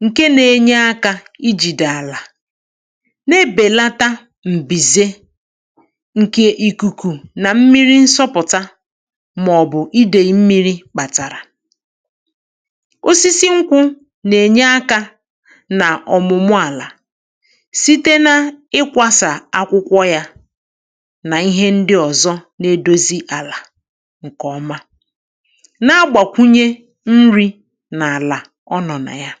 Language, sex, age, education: Igbo, female, 46-60, tertiary